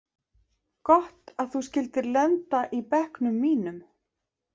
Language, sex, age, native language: Icelandic, female, 50-59, Icelandic